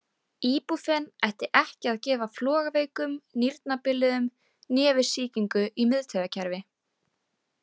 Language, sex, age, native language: Icelandic, female, 18-19, Icelandic